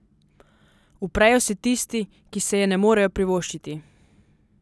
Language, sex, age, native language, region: Slovenian, female, 18-29, Slovenian, Southeast Slovenia